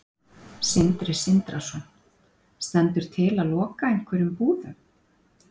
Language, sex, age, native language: Icelandic, female, 50-59, Icelandic